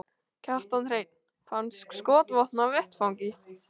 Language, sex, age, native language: Icelandic, male, 13, Icelandic